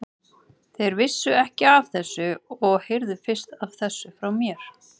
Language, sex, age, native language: Icelandic, male, 30-39, Icelandic